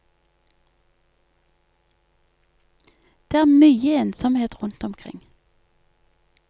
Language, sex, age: Norwegian, female, 48